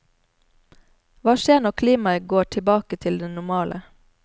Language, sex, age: Norwegian, female, 34